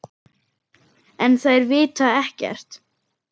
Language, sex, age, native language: Icelandic, male, 10, Icelandic